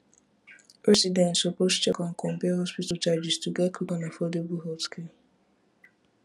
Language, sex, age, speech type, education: Nigerian Pidgin, female, 15-29, spontaneous, tertiary